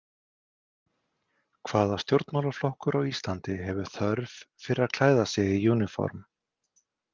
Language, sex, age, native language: Icelandic, male, 50-59, Icelandic